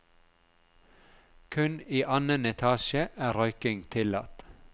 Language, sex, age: Norwegian, male, 42